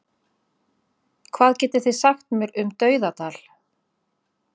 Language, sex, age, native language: Icelandic, female, 50-59, Icelandic